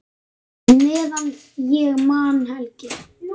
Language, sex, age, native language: Icelandic, male, 9, Icelandic